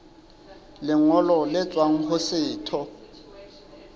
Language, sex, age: Southern Sotho, male, 29